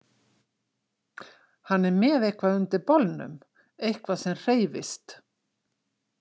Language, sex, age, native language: Icelandic, female, 60-69, Icelandic